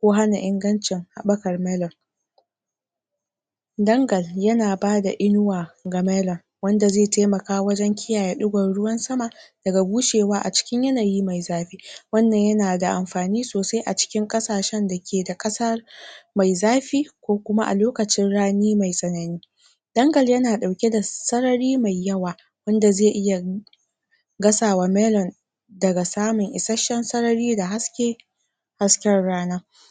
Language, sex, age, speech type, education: Hausa, female, 46-60, spontaneous, primary